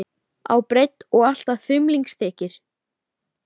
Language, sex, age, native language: Icelandic, female, 13, Icelandic